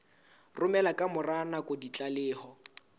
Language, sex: Southern Sotho, male